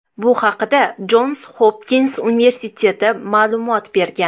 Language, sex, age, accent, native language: Uzbek, female, 18-24, Toshkent shahri, Uzbek